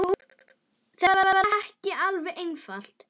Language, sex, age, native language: Icelandic, female, 10, Icelandic